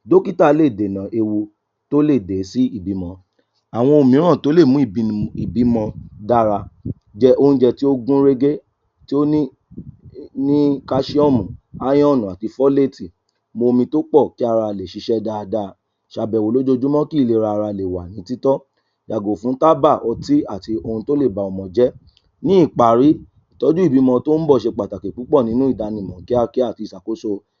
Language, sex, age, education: Yoruba, male, 30-45, tertiary